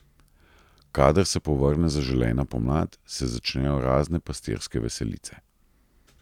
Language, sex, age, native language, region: Slovenian, male, 30-49, Slovenian, Central Slovenia